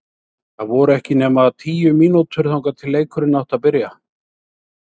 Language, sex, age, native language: Icelandic, male, 60-69, Icelandic